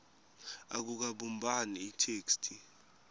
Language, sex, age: Swati, male, 18